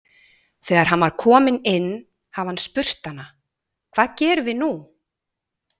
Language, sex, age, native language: Icelandic, female, 40-49, Icelandic